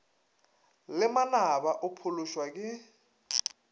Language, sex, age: Northern Sotho, male, 21